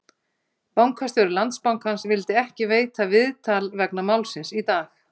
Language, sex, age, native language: Icelandic, female, 50-59, Icelandic